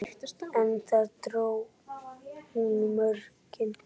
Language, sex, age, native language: Icelandic, male, 9, Icelandic